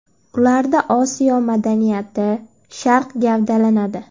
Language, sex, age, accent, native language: Uzbek, female, under 19, Andijon, Uzbek